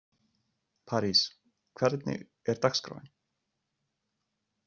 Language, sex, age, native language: Icelandic, male, 30-39, Icelandic